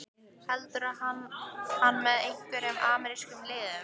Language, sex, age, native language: Icelandic, female, 15, Icelandic